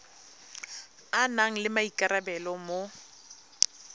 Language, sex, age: Tswana, female, 22